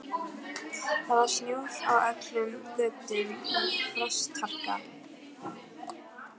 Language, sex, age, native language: Icelandic, female, 11, Icelandic